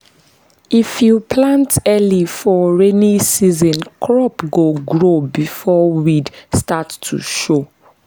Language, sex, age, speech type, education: Nigerian Pidgin, female, 15-29, spontaneous, tertiary